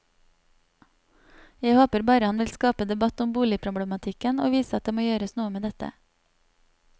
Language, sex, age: Norwegian, female, 27